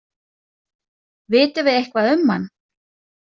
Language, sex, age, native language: Icelandic, female, 30-39, Icelandic